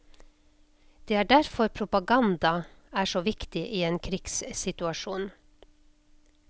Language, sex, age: Norwegian, female, 56